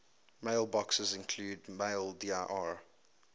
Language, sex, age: English, male, 22